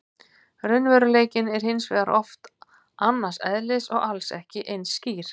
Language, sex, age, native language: Icelandic, female, 50-59, Icelandic